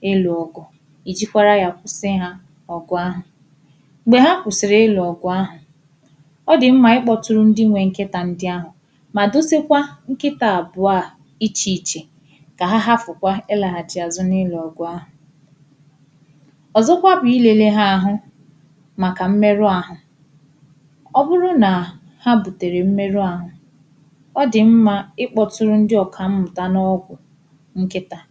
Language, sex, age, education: Igbo, female, 15-29, tertiary